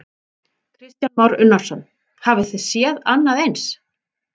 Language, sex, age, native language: Icelandic, female, 40-49, Icelandic